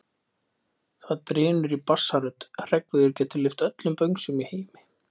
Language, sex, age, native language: Icelandic, male, 20-29, Icelandic